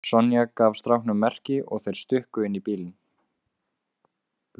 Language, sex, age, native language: Icelandic, male, 18-19, Icelandic